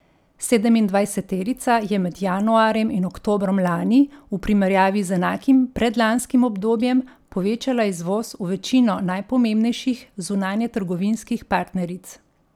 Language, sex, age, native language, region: Slovenian, female, 50-59, Slovenian, Central Slovenia